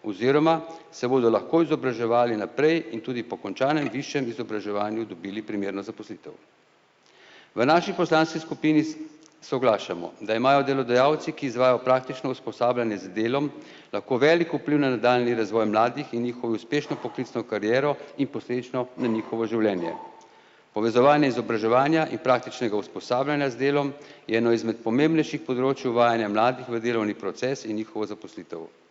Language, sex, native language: Slovenian, male, Slovenian